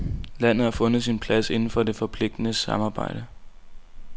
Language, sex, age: Danish, male, 19